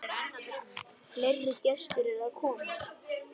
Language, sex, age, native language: Icelandic, male, 10, Icelandic